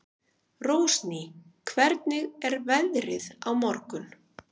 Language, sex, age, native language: Icelandic, female, 50-59, Icelandic